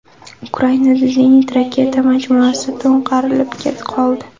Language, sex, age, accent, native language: Uzbek, female, 18-24, Andijon, Uzbek